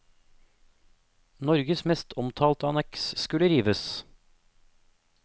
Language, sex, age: Norwegian, male, 28